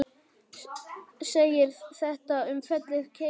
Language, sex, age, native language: Icelandic, male, 10, Icelandic